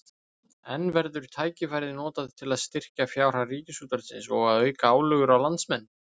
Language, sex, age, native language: Icelandic, male, 20-29, Icelandic